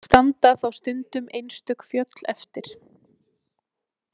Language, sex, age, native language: Icelandic, female, 20-29, Icelandic